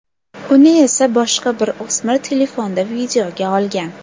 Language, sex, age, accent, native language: Uzbek, female, under 19, Toshkent shahri, Uzbek